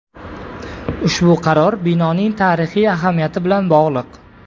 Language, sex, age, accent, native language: Uzbek, male, 18-24, Toshkent viloyati, Uzbek